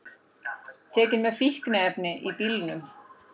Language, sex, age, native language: Icelandic, female, 40-49, Icelandic